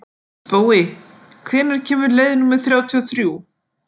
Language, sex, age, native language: Icelandic, female, 50-59, Icelandic